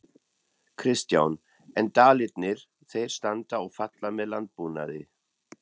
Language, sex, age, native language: Icelandic, male, 40-49, German